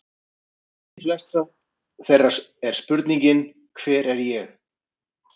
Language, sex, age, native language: Icelandic, male, 50-59, Icelandic